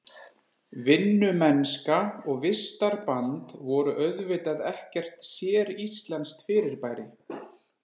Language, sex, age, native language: Icelandic, male, 40-49, Icelandic